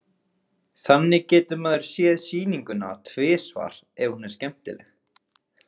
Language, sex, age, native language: Icelandic, male, 20-29, Icelandic